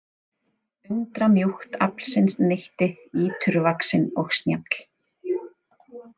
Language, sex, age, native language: Icelandic, female, 30-39, Icelandic